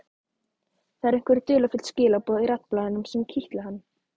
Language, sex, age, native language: Icelandic, female, 12, Icelandic